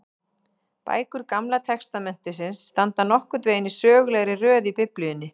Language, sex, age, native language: Icelandic, female, 40-49, Icelandic